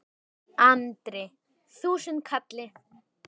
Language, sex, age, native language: Icelandic, male, 10, Icelandic